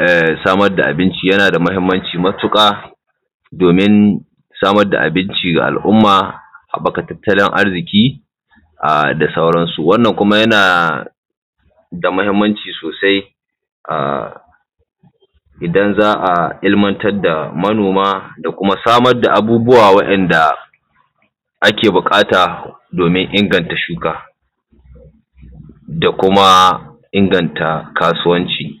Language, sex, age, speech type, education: Hausa, male, 15-29, spontaneous, tertiary